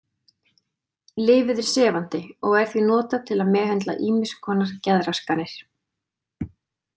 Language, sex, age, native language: Icelandic, female, 20-29, Icelandic